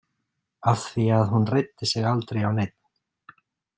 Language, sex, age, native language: Icelandic, male, 30-39, Icelandic